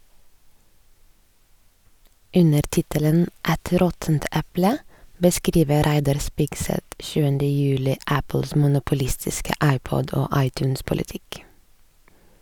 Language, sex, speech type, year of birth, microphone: Norwegian, female, read, 1986, Sennheiser